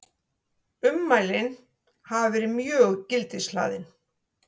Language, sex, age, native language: Icelandic, female, 60-69, Icelandic